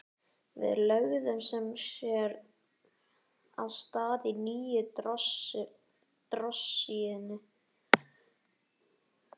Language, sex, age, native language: Icelandic, male, 11, Icelandic